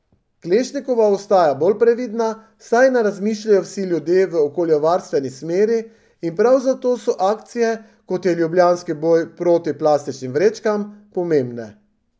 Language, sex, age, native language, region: Slovenian, male, 50-59, Slovenian, Drava region